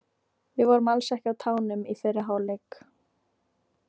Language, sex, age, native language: Icelandic, female, 18-19, Icelandic